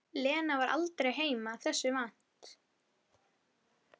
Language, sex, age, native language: Icelandic, female, 11, Icelandic